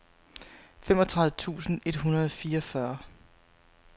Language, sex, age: Danish, female, 35